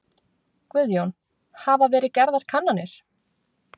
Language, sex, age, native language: Icelandic, female, 20-29, Icelandic